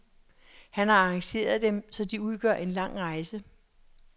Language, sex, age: Danish, female, 66